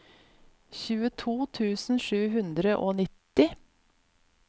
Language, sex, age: Norwegian, female, 50